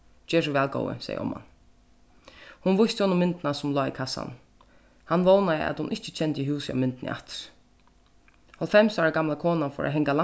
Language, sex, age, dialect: Faroese, female, 15-35, Suðurstreymoy